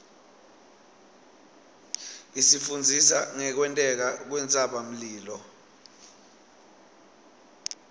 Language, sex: Swati, male